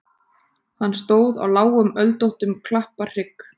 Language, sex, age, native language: Icelandic, female, 30-39, Icelandic